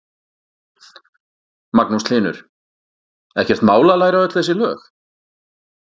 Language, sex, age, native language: Icelandic, male, 40-49, Icelandic